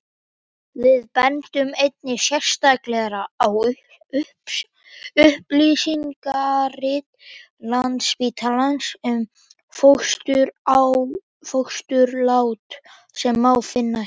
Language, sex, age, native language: Icelandic, male, 18-19, Icelandic